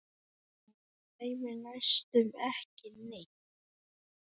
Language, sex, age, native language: Icelandic, male, 10, Icelandic